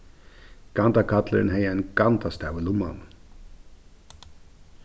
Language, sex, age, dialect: Faroese, male, 36-60, Suðurstreymoy